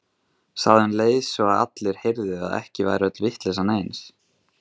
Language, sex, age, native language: Icelandic, male, 20-29, Icelandic